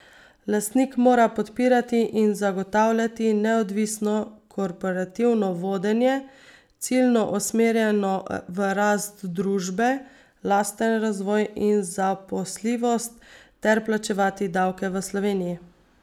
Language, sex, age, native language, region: Slovenian, female, 30-49, Slovenian, Savinja region